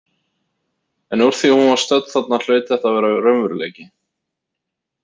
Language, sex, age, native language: Icelandic, male, 30-39, Icelandic